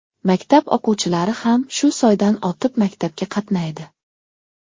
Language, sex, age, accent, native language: Uzbek, male, 19-29, Xorazm, Uzbek